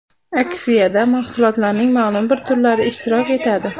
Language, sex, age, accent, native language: Uzbek, female, 25-34, Andijon, Uzbek